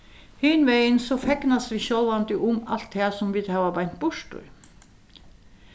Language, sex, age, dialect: Faroese, female, 61+, Suðurstreymoy